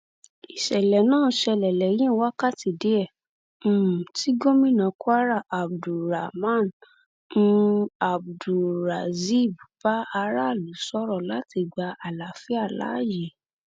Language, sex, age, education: Yoruba, female, 15-29, tertiary